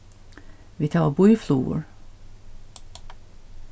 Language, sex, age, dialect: Faroese, female, 61+, Norðurstreymoy/Eysturoy